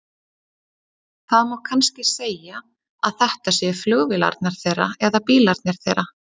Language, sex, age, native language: Icelandic, female, 30-39, Icelandic